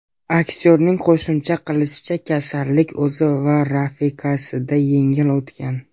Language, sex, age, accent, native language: Uzbek, male, 19-29, Namangan, Uzbek